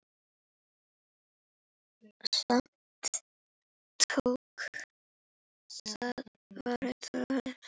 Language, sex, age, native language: Icelandic, female, 8, Icelandic